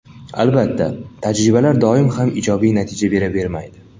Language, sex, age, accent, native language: Uzbek, male, 19-29, Andijon, Uzbek